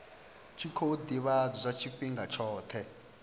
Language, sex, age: Venda, male, 22